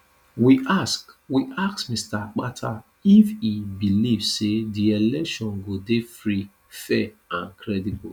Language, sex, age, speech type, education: Nigerian Pidgin, male, 30-45, spontaneous, tertiary